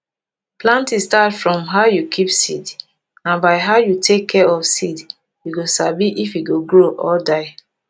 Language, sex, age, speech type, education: Nigerian Pidgin, female, 15-29, spontaneous, tertiary